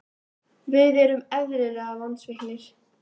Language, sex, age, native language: Icelandic, female, 18-19, Icelandic